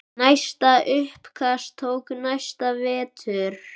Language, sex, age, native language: Icelandic, male, 10, Icelandic